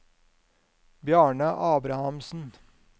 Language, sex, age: Norwegian, male, 50